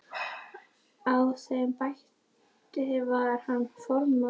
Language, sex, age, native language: Icelandic, female, 11, Icelandic